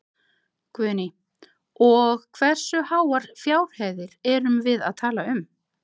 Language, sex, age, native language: Icelandic, other, 50-59, Icelandic